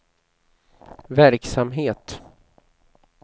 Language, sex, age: Swedish, male, 29